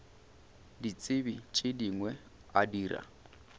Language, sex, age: Northern Sotho, male, 29